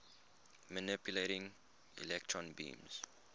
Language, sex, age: English, male, 21